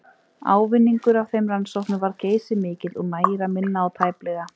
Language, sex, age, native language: Icelandic, female, 30-39, Icelandic